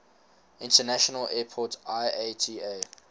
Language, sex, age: English, male, 19